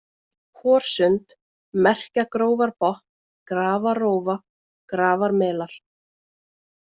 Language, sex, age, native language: Icelandic, female, 20-29, Icelandic